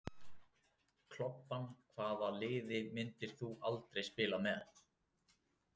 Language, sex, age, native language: Icelandic, male, 20-29, Icelandic